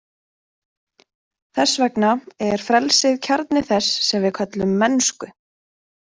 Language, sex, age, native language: Icelandic, female, 20-29, Icelandic